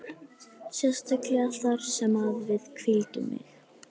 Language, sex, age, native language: Icelandic, female, 18-19, Icelandic